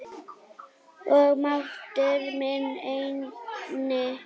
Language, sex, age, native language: Icelandic, female, 7, Icelandic